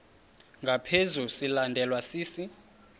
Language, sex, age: Xhosa, male, 31